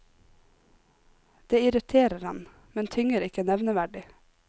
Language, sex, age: Norwegian, female, 26